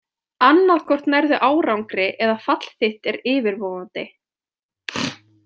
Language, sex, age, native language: Icelandic, female, 20-29, Icelandic